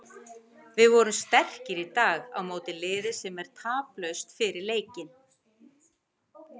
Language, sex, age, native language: Icelandic, female, 40-49, Icelandic